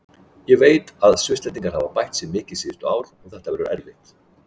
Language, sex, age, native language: Icelandic, male, 40-49, Icelandic